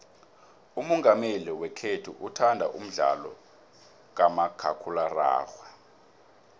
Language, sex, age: South Ndebele, male, 26